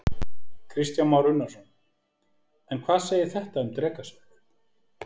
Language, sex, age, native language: Icelandic, male, 40-49, Icelandic